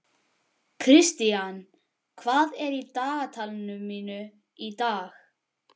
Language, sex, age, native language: Icelandic, male, 12, Icelandic